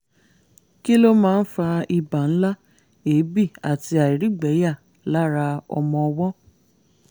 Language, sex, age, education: Yoruba, female, 30-45, tertiary